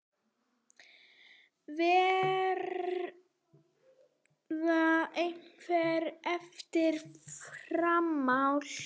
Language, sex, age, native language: Icelandic, female, 8, Icelandic